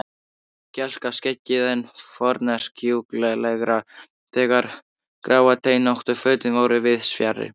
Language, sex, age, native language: Icelandic, male, 13, Icelandic